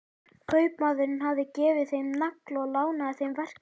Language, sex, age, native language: Icelandic, male, 11, Icelandic